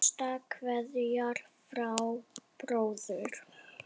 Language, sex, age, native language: Icelandic, female, 7, Danish